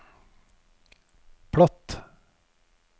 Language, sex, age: Norwegian, male, 41